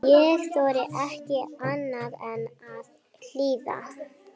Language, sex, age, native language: Icelandic, female, 12, Icelandic